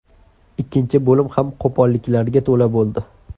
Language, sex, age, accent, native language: Uzbek, male, 18-24, Andijon, Uzbek